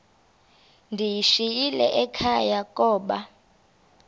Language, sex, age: Xhosa, female, 32